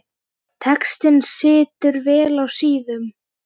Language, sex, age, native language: Icelandic, female, 9, Icelandic